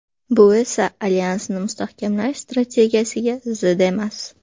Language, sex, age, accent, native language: Uzbek, female, 18-24, Toshkent shahri, Uzbek